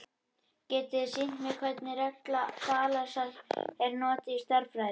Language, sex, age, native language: Icelandic, male, 21, Icelandic